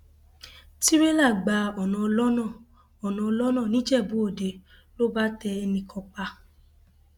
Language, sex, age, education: Yoruba, female, 15-29, tertiary